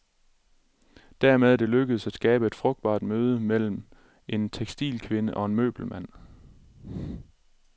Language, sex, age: Danish, male, 27